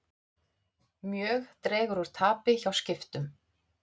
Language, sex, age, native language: Icelandic, female, 30-39, Icelandic